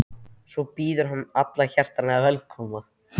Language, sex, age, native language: Icelandic, male, 13, Icelandic